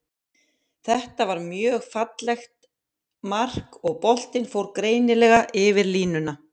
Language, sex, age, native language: Icelandic, female, 50-59, Icelandic